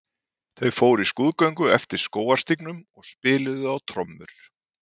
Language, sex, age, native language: Icelandic, male, 40-49, Icelandic